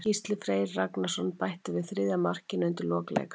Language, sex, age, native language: Icelandic, female, 40-49, Icelandic